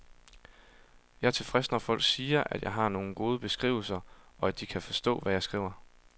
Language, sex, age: Danish, male, 22